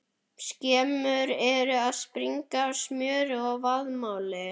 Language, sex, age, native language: Icelandic, male, 11, Icelandic